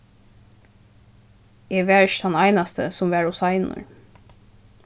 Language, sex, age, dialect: Faroese, female, 15-35, Suðurstreymoy